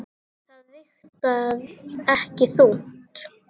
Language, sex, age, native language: Icelandic, female, 10, Icelandic